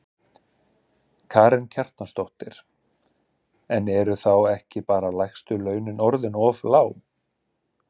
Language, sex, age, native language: Icelandic, male, 30-39, Icelandic